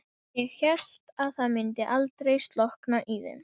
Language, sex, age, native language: Icelandic, female, 12, Icelandic